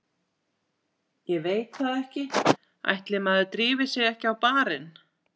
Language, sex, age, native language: Icelandic, female, 40-49, Icelandic